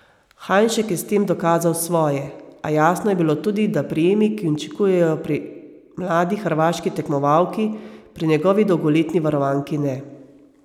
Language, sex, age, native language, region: Slovenian, female, 30-49, Slovenian, Savinja region